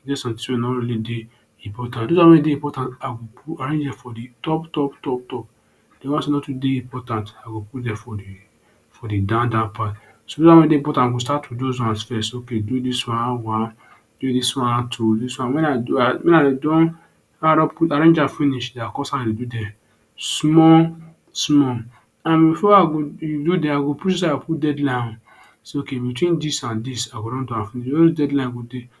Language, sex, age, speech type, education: Nigerian Pidgin, male, 30-45, spontaneous, tertiary